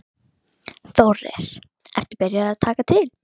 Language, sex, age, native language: Icelandic, female, 11, Icelandic